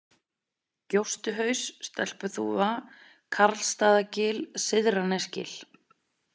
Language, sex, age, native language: Icelandic, female, 30-39, Icelandic